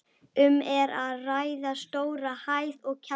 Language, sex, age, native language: Icelandic, female, 12, Icelandic